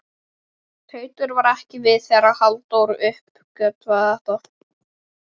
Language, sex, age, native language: Icelandic, male, 12, Icelandic